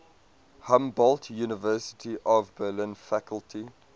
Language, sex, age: English, male, 22